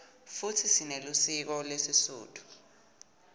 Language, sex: Swati, male